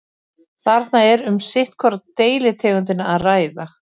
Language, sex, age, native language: Icelandic, female, 40-49, Icelandic